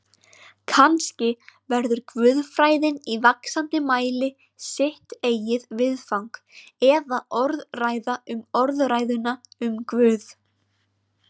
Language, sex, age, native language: Icelandic, female, 20-29, Icelandic